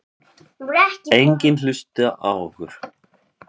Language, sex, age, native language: Icelandic, male, 5, Icelandic